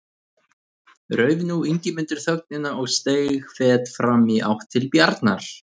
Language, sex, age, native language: Icelandic, male, 30-39, Icelandic